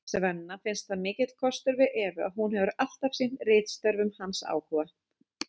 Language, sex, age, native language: Icelandic, female, 30-39, Icelandic